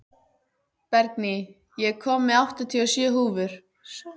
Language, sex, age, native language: Icelandic, female, 14, Icelandic